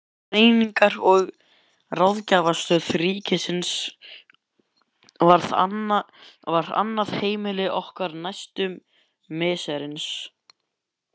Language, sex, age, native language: Icelandic, male, 11, Icelandic